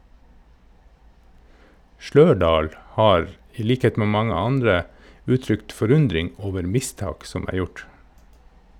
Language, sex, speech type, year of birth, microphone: Norwegian, male, read, 1969, Shure